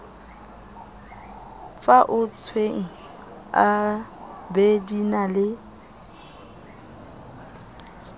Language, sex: Southern Sotho, female